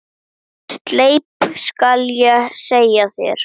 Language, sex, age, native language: Icelandic, female, 10, Icelandic